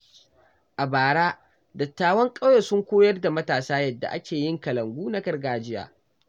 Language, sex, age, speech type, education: Hausa, male, 15-29, read, tertiary